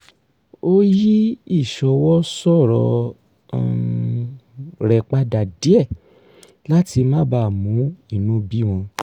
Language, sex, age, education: Yoruba, male, 30-45, tertiary